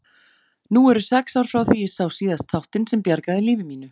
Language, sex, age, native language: Icelandic, female, 40-49, Icelandic